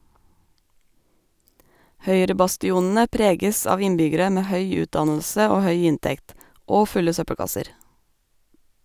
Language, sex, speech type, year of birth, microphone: Norwegian, female, read, 1985, Sennheiser